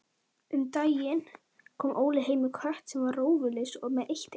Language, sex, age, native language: Icelandic, female, 18-19, Icelandic